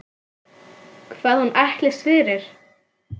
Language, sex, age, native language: Icelandic, female, 9, Icelandic